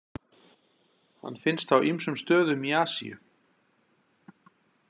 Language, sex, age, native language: Icelandic, male, 40-49, Icelandic